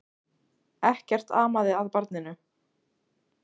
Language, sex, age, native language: Icelandic, female, 16, Icelandic